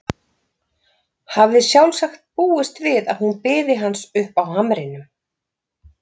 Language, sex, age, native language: Icelandic, female, 50-59, Icelandic